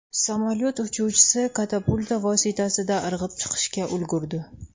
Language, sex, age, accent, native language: Uzbek, female, 19-29, Toshkent shahri, Uzbek